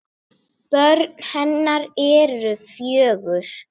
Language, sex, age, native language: Icelandic, female, 8, Icelandic